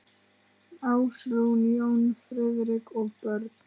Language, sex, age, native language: Icelandic, male, 10, Icelandic